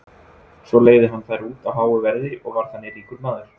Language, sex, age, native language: Icelandic, male, 20-29, Icelandic